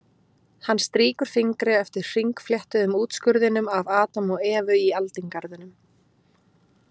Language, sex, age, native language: Icelandic, female, 20-29, Icelandic